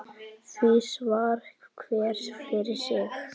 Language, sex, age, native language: Icelandic, female, 9, Icelandic